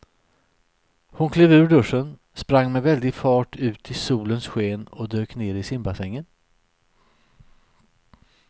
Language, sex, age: Swedish, male, 63